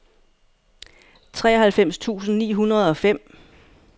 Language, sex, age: Danish, female, 59